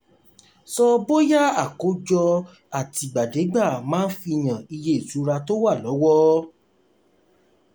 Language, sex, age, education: Yoruba, male, 30-45, tertiary